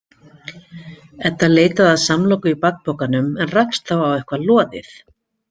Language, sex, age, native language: Icelandic, female, 50-59, Icelandic